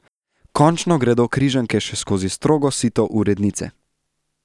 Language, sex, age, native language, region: Slovenian, male, 18-29, Slovenian, Central Slovenia